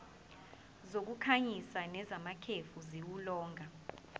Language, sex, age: Zulu, female, 20